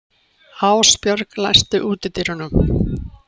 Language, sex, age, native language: Icelandic, female, 80-89, Icelandic